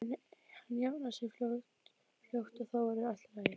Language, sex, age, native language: Icelandic, female, 12, Icelandic